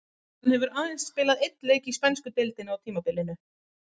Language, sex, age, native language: Icelandic, female, 30-39, Icelandic